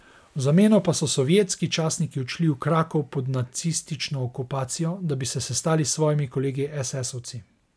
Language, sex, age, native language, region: Slovenian, male, 30-49, Slovenian, Savinja region